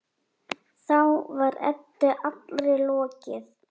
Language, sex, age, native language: Icelandic, female, 10, Icelandic